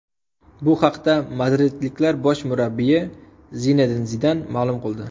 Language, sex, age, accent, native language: Uzbek, male, 18-24, Surxondaryo, Uzbek